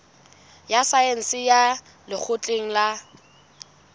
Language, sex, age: Southern Sotho, female, 20